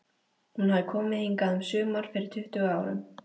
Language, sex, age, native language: Icelandic, female, 13, Icelandic